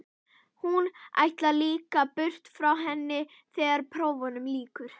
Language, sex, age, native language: Icelandic, female, 11, Icelandic